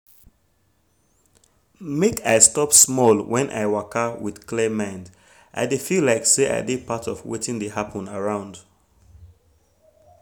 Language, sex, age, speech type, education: Nigerian Pidgin, male, 30-45, spontaneous, tertiary